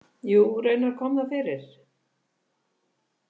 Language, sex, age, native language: Icelandic, female, 50-59, Icelandic